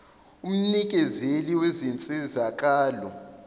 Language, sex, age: Zulu, male, 21